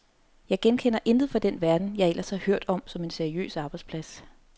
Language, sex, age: Danish, female, 30